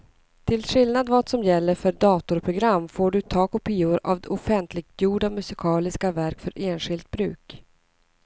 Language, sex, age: Swedish, female, 39